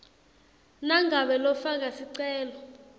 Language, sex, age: Swati, female, 20